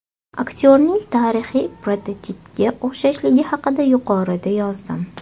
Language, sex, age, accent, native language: Uzbek, female, 18-24, Toshkent shahri, Uzbek